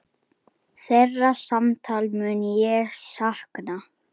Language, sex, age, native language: Icelandic, male, 8, Icelandic